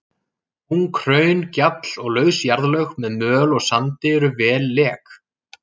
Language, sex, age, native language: Icelandic, male, 40-49, Icelandic